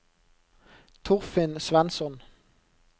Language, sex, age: Norwegian, male, 29